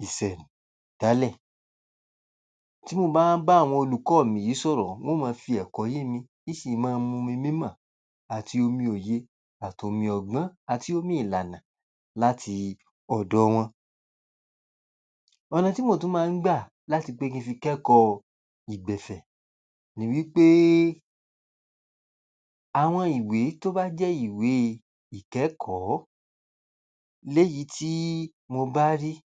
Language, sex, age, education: Yoruba, male, 46-60, tertiary